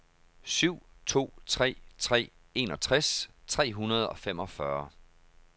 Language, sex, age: Danish, male, 31